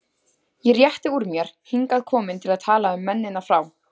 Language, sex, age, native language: Icelandic, female, 20-29, Icelandic